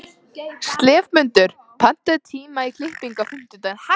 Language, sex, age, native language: Icelandic, female, 13, Icelandic